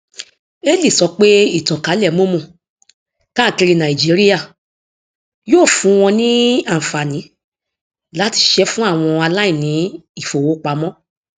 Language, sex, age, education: Yoruba, female, 46-60, tertiary